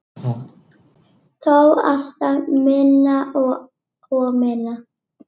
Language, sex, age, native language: Icelandic, female, 8, Icelandic